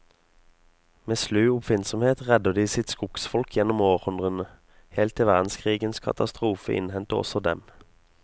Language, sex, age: Norwegian, male, 22